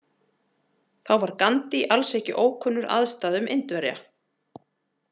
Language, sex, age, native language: Icelandic, female, 40-49, Icelandic